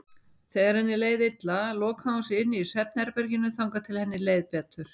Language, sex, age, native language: Icelandic, female, 60-69, Icelandic